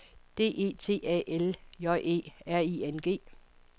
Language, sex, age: Danish, female, 55